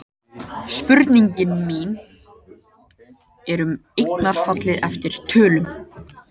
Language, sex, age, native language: Icelandic, male, 18-19, Icelandic